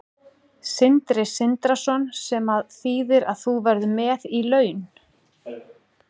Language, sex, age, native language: Icelandic, female, 40-49, Icelandic